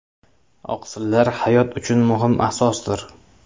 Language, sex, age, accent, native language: Uzbek, male, 25-34, Samarqand, Uzbek